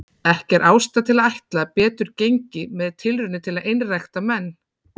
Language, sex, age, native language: Icelandic, female, 40-49, Icelandic